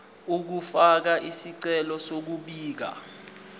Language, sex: Zulu, male